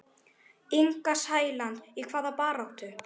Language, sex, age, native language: Icelandic, male, 9, Icelandic